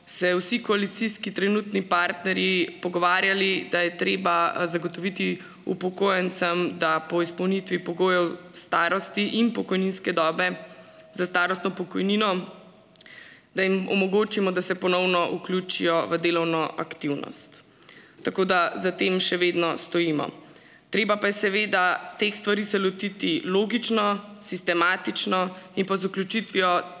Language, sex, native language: Slovenian, female, Slovenian